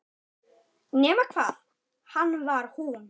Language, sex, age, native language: Icelandic, male, 9, Icelandic